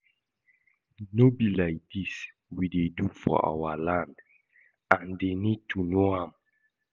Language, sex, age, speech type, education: Nigerian Pidgin, male, 15-29, read, secondary